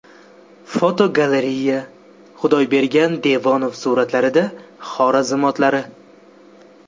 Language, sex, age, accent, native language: Uzbek, male, 18-24, Jizzax, Uzbek